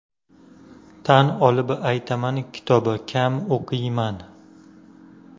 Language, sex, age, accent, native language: Uzbek, male, 25-34, Qashqadaryo, Uzbek